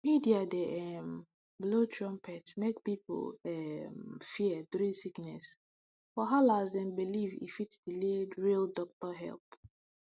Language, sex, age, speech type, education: Nigerian Pidgin, female, 15-29, spontaneous, tertiary